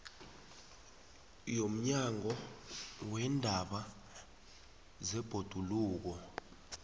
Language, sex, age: South Ndebele, male, 19